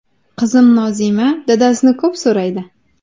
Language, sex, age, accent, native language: Uzbek, female, 19-29, Farg'ona, Uzbek